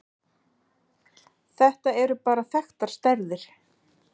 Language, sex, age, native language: Icelandic, female, 40-49, Icelandic